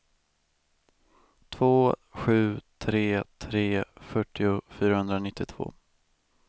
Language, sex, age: Swedish, male, 18